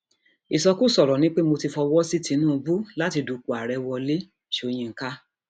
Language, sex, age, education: Yoruba, female, 46-60, tertiary